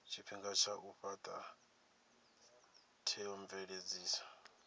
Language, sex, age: Venda, male, 27